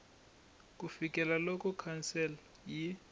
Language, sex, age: Tsonga, male, 21